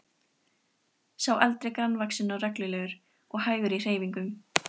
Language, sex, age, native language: Icelandic, female, 13, Icelandic